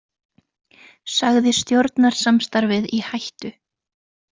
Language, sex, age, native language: Icelandic, female, 20-29, Icelandic